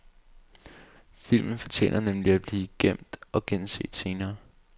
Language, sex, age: Danish, male, 22